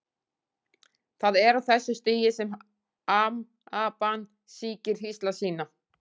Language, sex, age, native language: Icelandic, female, 40-49, Icelandic